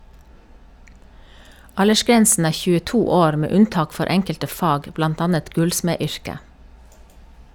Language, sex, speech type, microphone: Norwegian, female, read, Shure